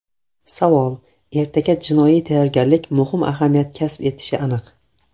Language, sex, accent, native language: Uzbek, male, Surxondaryo, Russian